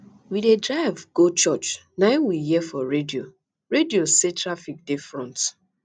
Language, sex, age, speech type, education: Nigerian Pidgin, female, 30-45, spontaneous, tertiary